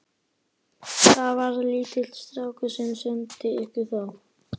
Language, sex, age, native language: Icelandic, male, 11, Icelandic